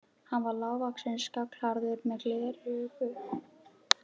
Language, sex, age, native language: Icelandic, female, 12, Icelandic